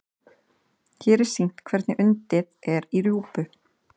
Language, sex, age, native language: Icelandic, female, 30-39, Icelandic